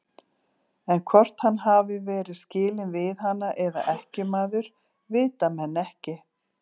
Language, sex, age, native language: Icelandic, female, 40-49, Icelandic